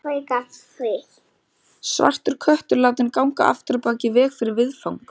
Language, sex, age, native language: Icelandic, female, 30-39, Icelandic